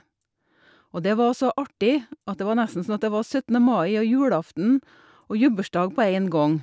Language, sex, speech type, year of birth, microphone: Norwegian, female, spontaneous, 1962, Shure